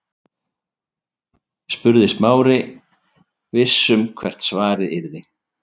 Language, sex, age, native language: Icelandic, male, 50-59, Icelandic